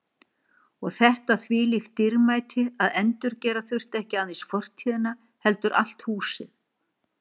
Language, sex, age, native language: Icelandic, female, 60-69, Icelandic